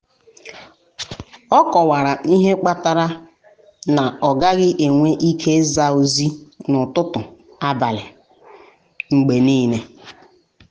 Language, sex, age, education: Igbo, female, 15-29, tertiary